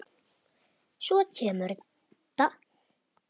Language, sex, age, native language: Icelandic, male, 10, Icelandic